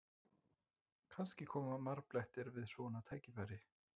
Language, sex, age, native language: Icelandic, male, 20-29, Icelandic